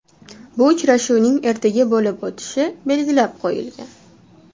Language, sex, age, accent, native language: Uzbek, female, 19-29, Toshkent shahri, Uzbek